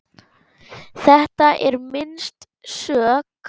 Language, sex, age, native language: Icelandic, male, 10, Icelandic